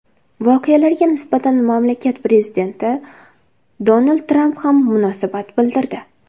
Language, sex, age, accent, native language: Uzbek, female, 19-29, Samarqand, Uzbek